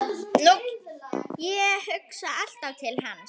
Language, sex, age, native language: Icelandic, female, 9, Icelandic